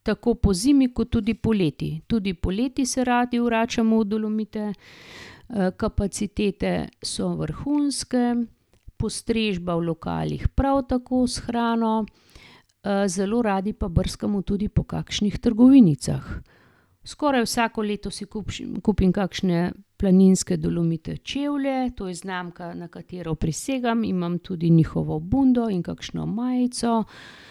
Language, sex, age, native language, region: Slovenian, female, 50-59, Slovenian, Gorenjska region